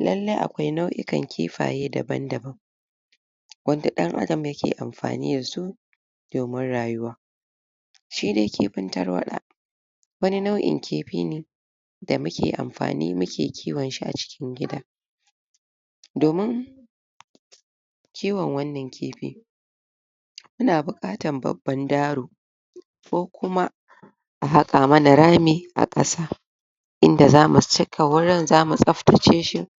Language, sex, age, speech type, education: Hausa, female, 46-60, spontaneous, tertiary